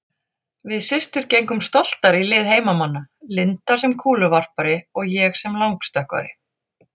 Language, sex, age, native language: Icelandic, female, 40-49, Icelandic